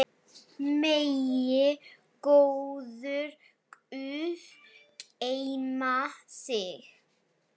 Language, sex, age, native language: Icelandic, female, 7, Icelandic